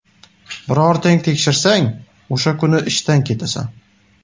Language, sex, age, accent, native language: Uzbek, male, 18-24, Qashqadaryo, Uzbek